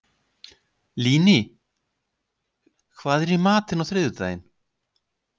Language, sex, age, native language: Icelandic, male, 50-59, Icelandic